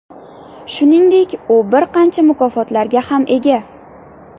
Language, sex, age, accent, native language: Uzbek, female, under 19, Navoiy, Uzbek